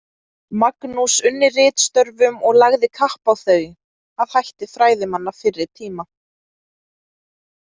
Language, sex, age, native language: Icelandic, female, 20-29, Icelandic